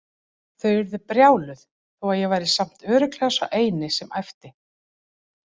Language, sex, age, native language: Icelandic, female, 40-49, Icelandic